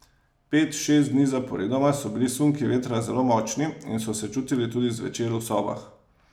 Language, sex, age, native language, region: Slovenian, male, 30-49, Slovenian, Savinja region